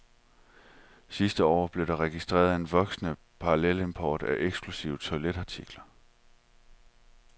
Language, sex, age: Danish, male, 31